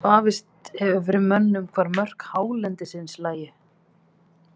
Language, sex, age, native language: Icelandic, female, 30-39, Icelandic